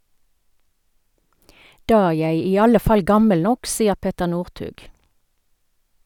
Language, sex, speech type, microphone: Norwegian, female, read, Sennheiser